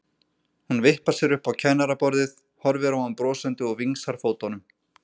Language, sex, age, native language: Icelandic, male, 30-39, Icelandic